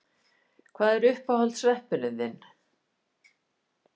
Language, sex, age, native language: Icelandic, female, 50-59, Icelandic